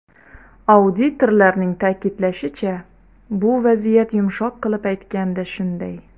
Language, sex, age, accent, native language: Uzbek, female, 30-39, Xorazm, Uzbek